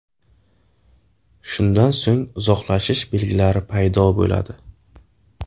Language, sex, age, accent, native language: Uzbek, male, 18-24, Navoiy, Uzbek